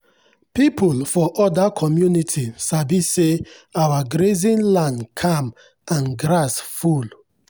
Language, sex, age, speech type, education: Nigerian Pidgin, male, 30-45, spontaneous, tertiary